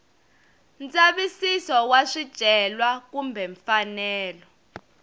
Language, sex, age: Tsonga, female, 22